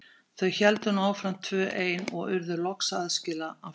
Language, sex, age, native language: Icelandic, female, 50-59, Icelandic